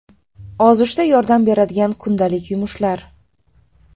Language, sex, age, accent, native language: Uzbek, female, 18-24, Toshkent shahri, Uzbek